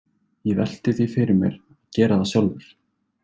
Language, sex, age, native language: Icelandic, male, 20-29, Icelandic